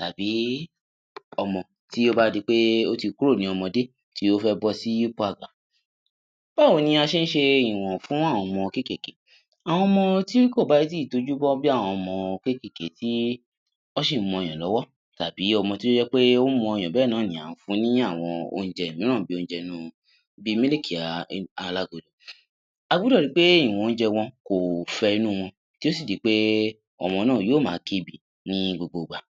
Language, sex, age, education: Yoruba, male, 15-29, tertiary